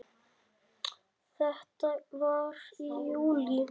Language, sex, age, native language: Icelandic, male, 9, Icelandic